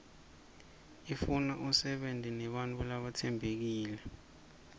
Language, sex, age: Swati, male, 24